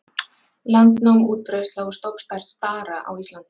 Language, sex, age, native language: Icelandic, female, 40-49, Icelandic